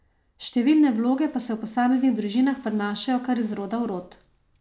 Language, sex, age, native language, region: Slovenian, female, 30-49, Slovenian, Savinja region